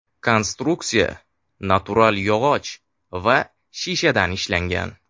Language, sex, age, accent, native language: Uzbek, male, 18-24, Sirdaryo, Uzbek